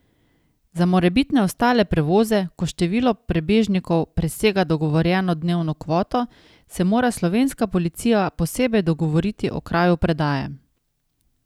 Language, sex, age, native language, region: Slovenian, female, 30-49, Slovenian, Savinja region